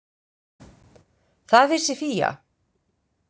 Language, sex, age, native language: Icelandic, female, 50-59, Icelandic